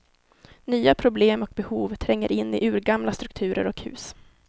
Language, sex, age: Swedish, female, 19